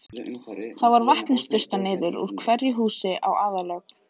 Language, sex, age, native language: Icelandic, female, 18-19, Icelandic